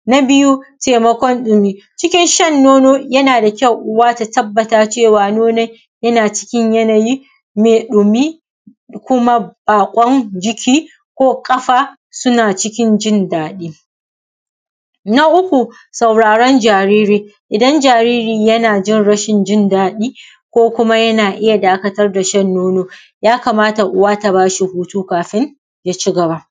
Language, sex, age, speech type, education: Hausa, female, 30-45, spontaneous, primary